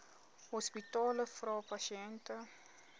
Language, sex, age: Afrikaans, female, 18